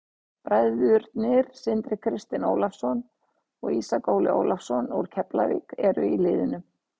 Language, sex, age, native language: Icelandic, female, 60-69, Icelandic